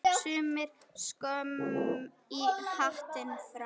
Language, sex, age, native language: Icelandic, female, 9, Icelandic